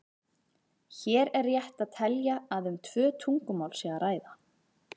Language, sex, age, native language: Icelandic, female, 30-39, Icelandic